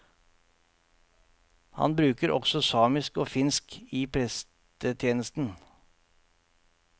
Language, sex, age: Norwegian, male, 48